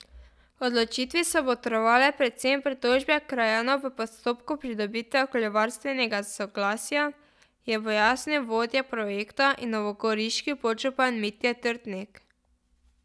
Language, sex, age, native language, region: Slovenian, female, 12-17, Slovenian, Drava region